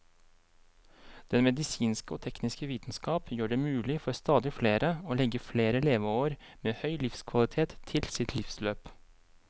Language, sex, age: Norwegian, male, 23